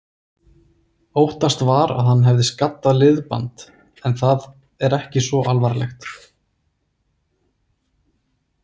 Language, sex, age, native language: Icelandic, male, 30-39, Icelandic